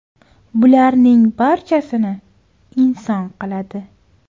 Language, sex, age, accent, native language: Uzbek, female, 18-24, Toshkent viloyati, Uzbek